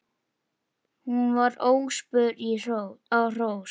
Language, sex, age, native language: Icelandic, male, 8, Icelandic